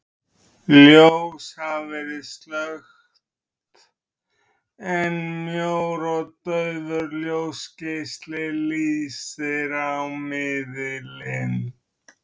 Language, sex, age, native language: Icelandic, male, 30-39, Icelandic